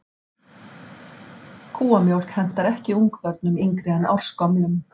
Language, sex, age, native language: Icelandic, female, 50-59, Icelandic